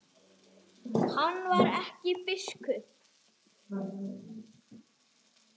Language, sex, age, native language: Icelandic, male, 9, Icelandic